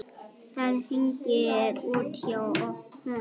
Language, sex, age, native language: Icelandic, female, 10, Icelandic